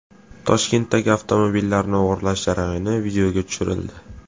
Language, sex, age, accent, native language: Uzbek, male, 18-24, Farg'ona, Uzbek